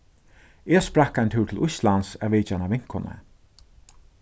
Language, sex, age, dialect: Faroese, male, 36-60, Suðurstreymoy